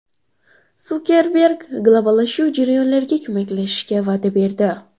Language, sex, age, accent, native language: Uzbek, female, 12-17, Xorazm, Uzbek